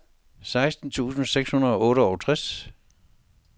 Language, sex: Danish, male